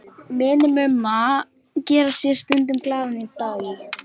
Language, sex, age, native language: Icelandic, female, 18-19, Lithuanian